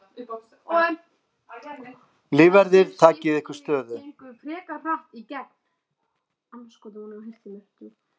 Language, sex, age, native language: Icelandic, other, 50-59, Icelandic